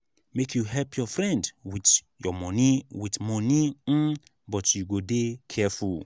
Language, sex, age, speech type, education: Nigerian Pidgin, male, 15-29, spontaneous, tertiary